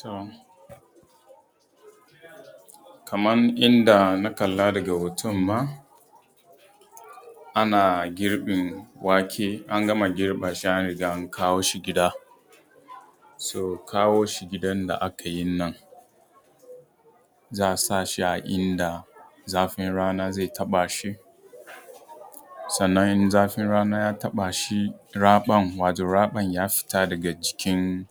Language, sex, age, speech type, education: Hausa, male, 30-45, spontaneous, tertiary